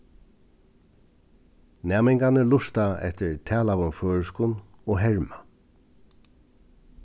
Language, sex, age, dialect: Faroese, male, 36-60, Suðurstreymoy